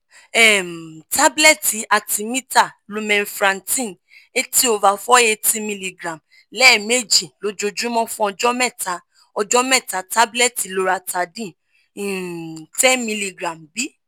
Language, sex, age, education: Yoruba, female, 15-29, tertiary